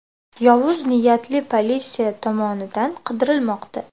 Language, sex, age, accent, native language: Uzbek, female, 18-24, Farg'ona, Uzbek